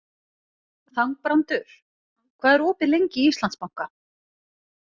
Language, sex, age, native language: Icelandic, female, 40-49, Icelandic